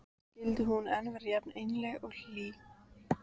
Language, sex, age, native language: Icelandic, female, 14, Icelandic